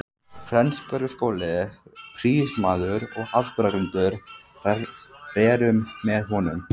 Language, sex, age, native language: Icelandic, male, 14, Icelandic